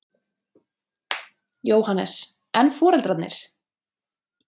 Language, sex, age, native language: Icelandic, female, 30-39, Icelandic